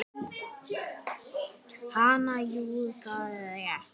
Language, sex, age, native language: Icelandic, male, 9, Icelandic